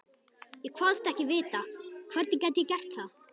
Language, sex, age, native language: Icelandic, male, 11, Icelandic